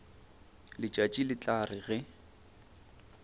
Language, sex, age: Northern Sotho, male, 29